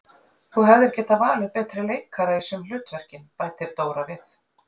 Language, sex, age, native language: Icelandic, female, 40-49, Icelandic